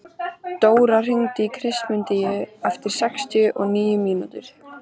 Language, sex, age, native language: Icelandic, female, 13, Icelandic